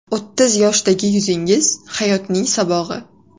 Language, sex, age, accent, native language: Uzbek, female, 18-24, Toshkent shahri, Uzbek